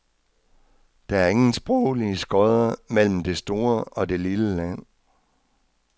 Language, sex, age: Danish, male, 66